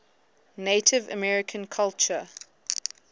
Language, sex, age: English, female, 19